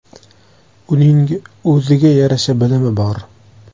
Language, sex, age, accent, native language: Uzbek, male, 25-34, Toshkent shahri, Uzbek